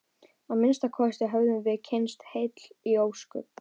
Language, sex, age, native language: Icelandic, female, 12, Icelandic